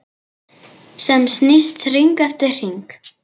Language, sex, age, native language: Icelandic, female, 10, Icelandic